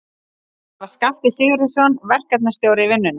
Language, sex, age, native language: Icelandic, male, 12, Icelandic